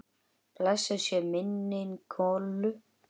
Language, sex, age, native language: Icelandic, male, 10, Icelandic